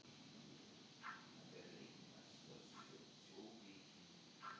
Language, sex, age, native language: Icelandic, female, 40-49, Icelandic